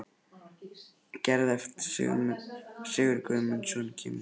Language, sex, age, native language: Icelandic, male, 11, Icelandic